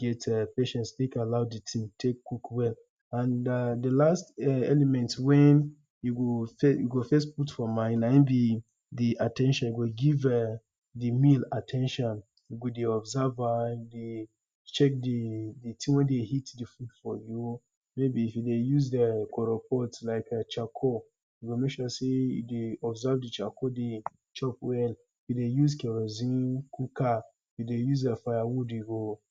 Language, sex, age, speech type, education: Nigerian Pidgin, male, 15-29, spontaneous, tertiary